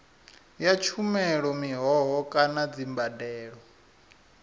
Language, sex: Venda, male